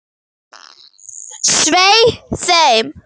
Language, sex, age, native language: Icelandic, female, 10, Icelandic